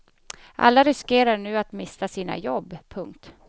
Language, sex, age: Swedish, female, 31